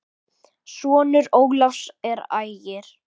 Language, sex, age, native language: Icelandic, male, 10, Icelandic